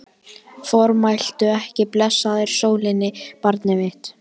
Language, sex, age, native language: Icelandic, male, 12, Icelandic